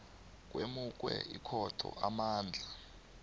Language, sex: South Ndebele, male